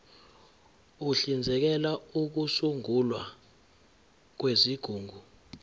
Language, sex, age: Zulu, male, 23